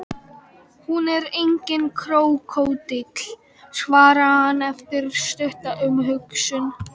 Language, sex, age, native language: Icelandic, female, 12, Icelandic